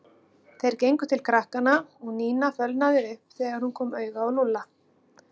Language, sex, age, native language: Icelandic, female, 40-49, Icelandic